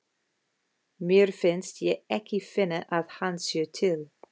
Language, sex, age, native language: Icelandic, female, 50-59, English